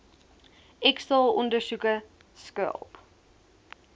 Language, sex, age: Afrikaans, female, 20